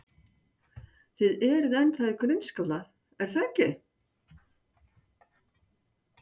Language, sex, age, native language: Icelandic, female, 60-69, Icelandic